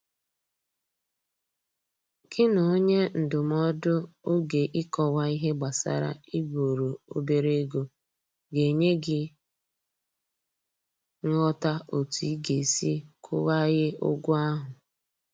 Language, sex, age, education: Igbo, female, 15-29, tertiary